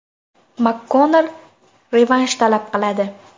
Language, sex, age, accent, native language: Uzbek, female, under 19, Toshkent shahri, Uzbek